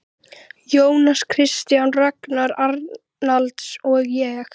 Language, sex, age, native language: Icelandic, female, 13, Icelandic